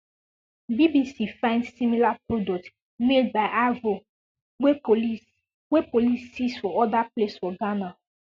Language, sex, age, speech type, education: Nigerian Pidgin, female, 15-29, spontaneous, secondary